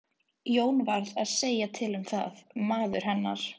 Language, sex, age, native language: Icelandic, female, 13, Icelandic